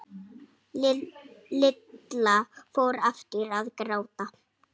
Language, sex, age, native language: Icelandic, male, 6, Icelandic